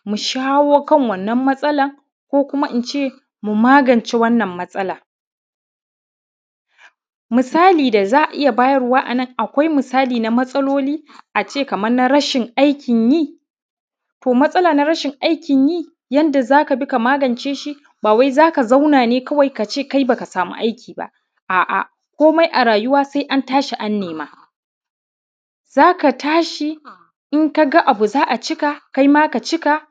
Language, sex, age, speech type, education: Hausa, male, 30-45, spontaneous, primary